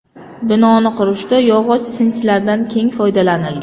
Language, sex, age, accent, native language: Uzbek, female, 25-34, Qashqadaryo, Uzbek